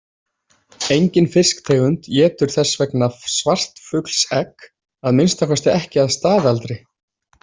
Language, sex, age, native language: Icelandic, male, 20-29, Icelandic